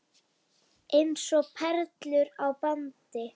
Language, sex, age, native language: Icelandic, female, 8, Icelandic